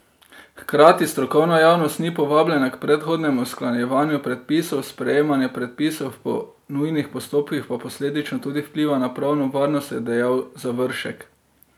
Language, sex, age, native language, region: Slovenian, male, 30-49, Slovenian, Drava region